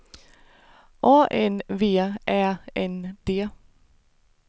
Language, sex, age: Swedish, female, 49